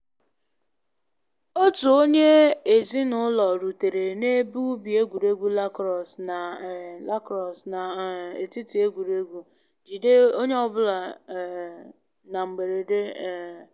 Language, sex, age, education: Igbo, female, 15-29, tertiary